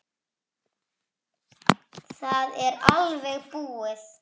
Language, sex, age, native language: Icelandic, female, 6, Icelandic